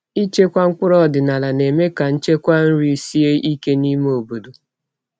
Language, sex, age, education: Igbo, female, 30-45, tertiary